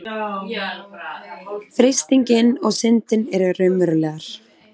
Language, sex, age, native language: Icelandic, female, 20-29, Icelandic